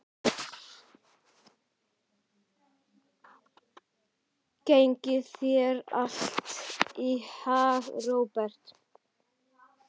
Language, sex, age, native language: Icelandic, male, 12, Icelandic